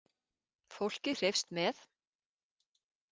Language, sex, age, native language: Icelandic, female, 40-49, Icelandic